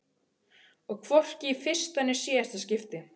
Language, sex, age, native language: Icelandic, male, 12, Icelandic